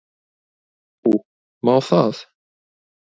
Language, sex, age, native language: Icelandic, male, 20-29, Icelandic